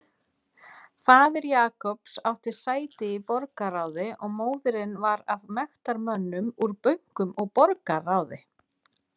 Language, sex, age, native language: Icelandic, female, 40-49, Icelandic